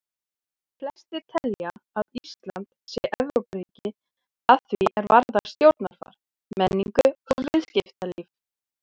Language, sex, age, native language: Icelandic, female, 30-39, Icelandic